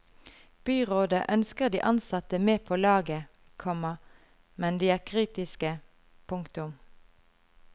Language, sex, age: Norwegian, female, 33